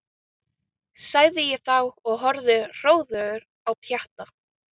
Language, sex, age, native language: Icelandic, other, 13, Icelandic